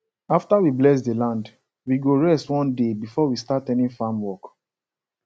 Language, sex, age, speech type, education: Nigerian Pidgin, male, 15-29, spontaneous, secondary